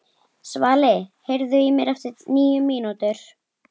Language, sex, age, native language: Icelandic, female, 11, Icelandic